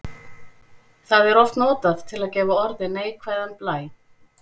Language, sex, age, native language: Icelandic, female, 40-49, Icelandic